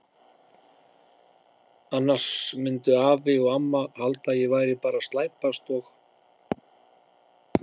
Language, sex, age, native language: Icelandic, male, 50-59, Icelandic